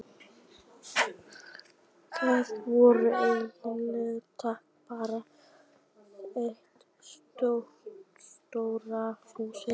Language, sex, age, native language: Icelandic, female, 11, Icelandic